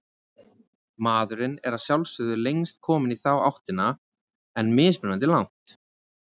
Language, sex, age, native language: Icelandic, male, 20-29, Icelandic